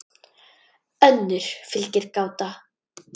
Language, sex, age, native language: Icelandic, male, 10, Icelandic